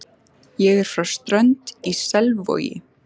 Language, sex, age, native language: Icelandic, female, 14, Icelandic